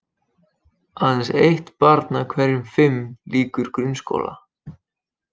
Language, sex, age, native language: Icelandic, male, 20-29, Icelandic